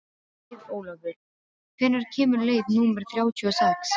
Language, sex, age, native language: Icelandic, female, 12, Icelandic